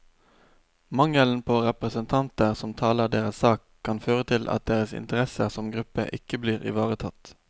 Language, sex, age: Norwegian, male, 29